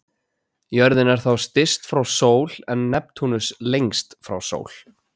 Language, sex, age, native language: Icelandic, male, 20-29, Icelandic